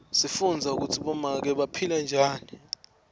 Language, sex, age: Swati, male, 21